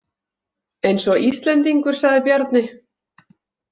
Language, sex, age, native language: Icelandic, female, 40-49, Icelandic